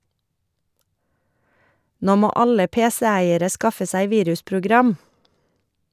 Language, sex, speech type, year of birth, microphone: Norwegian, female, read, 1973, Shure